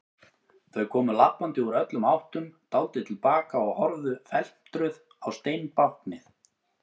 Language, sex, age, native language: Icelandic, male, 30-39, Icelandic